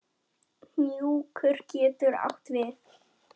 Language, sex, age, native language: Icelandic, female, 9, Icelandic